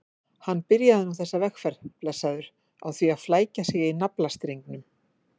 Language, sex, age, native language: Icelandic, female, 50-59, Icelandic